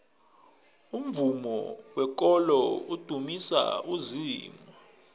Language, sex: South Ndebele, male